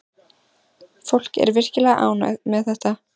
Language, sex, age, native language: Icelandic, female, 14, Icelandic